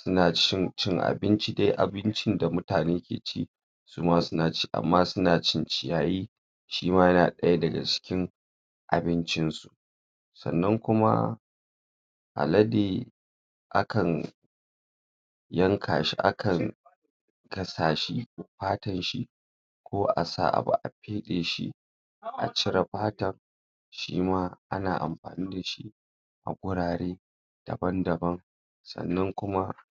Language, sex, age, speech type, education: Hausa, female, 60+, spontaneous, secondary